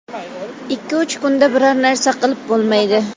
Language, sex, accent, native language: Uzbek, female, Toshkent shahri, Uzbek